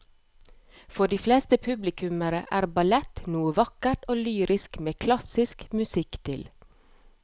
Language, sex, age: Norwegian, female, 30